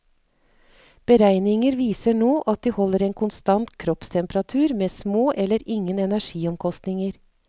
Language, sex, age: Norwegian, female, 39